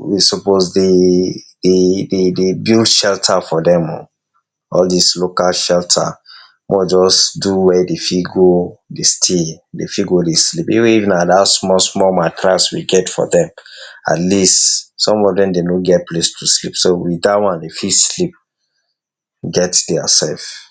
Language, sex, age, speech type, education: Nigerian Pidgin, male, 60+, spontaneous, tertiary